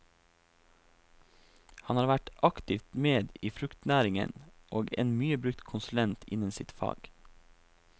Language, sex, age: Norwegian, male, 28